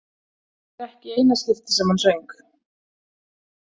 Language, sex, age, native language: Icelandic, female, 40-49, Icelandic